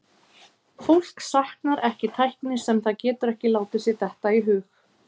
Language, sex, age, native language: Icelandic, female, 30-39, Icelandic